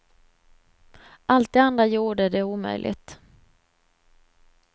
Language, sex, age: Swedish, female, 26